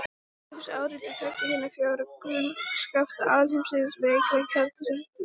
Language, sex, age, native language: Icelandic, female, 18-19, Icelandic